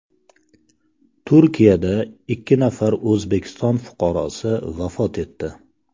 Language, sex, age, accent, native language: Uzbek, male, 35+, Jizzax, Uzbek